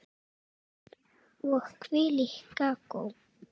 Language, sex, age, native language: Icelandic, female, 7, Czech